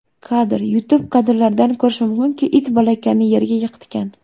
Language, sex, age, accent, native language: Uzbek, female, 18-24, Namangan, Uzbek